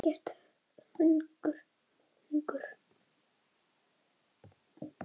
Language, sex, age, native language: Icelandic, female, 8, Icelandic